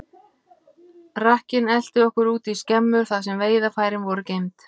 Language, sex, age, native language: Icelandic, female, 50-59, Icelandic